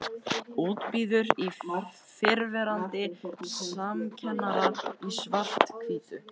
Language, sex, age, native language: Icelandic, male, 13, Icelandic